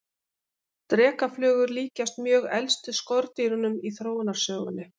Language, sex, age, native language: Icelandic, female, 50-59, Icelandic